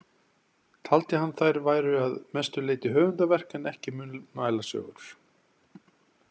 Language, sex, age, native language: Icelandic, male, 40-49, Icelandic